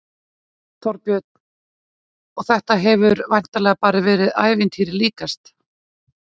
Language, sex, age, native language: Icelandic, female, 40-49, Icelandic